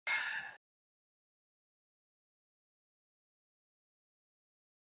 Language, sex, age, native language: Icelandic, female, 50-59, Icelandic